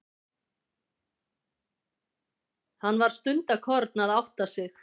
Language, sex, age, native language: Icelandic, female, 50-59, Icelandic